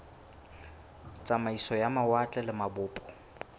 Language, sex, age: Southern Sotho, male, 22